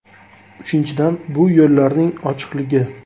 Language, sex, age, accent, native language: Uzbek, male, 25-34, Toshkent shahri, Uzbek